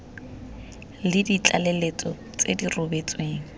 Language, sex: Tswana, female